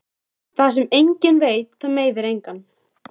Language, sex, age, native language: Icelandic, female, 13, Icelandic